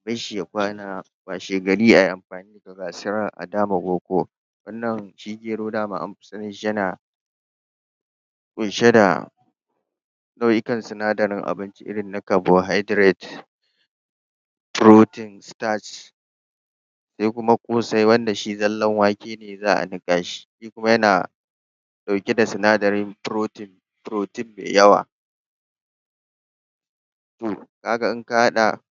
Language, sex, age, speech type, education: Hausa, male, 15-29, spontaneous, tertiary